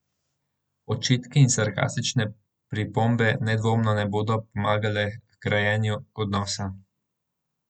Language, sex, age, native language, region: Slovenian, male, 18-29, Slovenian, Central Slovenia